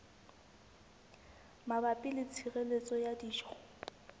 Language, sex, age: Southern Sotho, female, 19